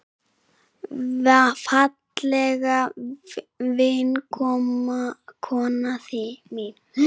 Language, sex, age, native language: Icelandic, male, 7, Icelandic